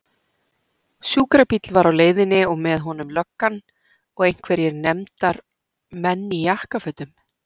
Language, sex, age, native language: Icelandic, female, 40-49, Icelandic